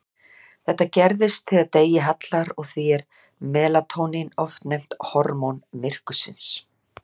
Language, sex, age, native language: Icelandic, female, 60-69, Icelandic